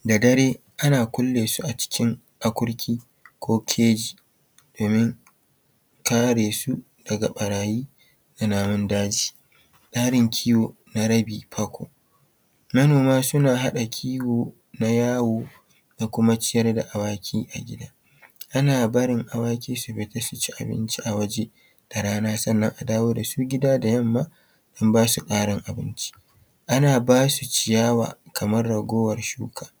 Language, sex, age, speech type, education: Hausa, male, 30-45, spontaneous, tertiary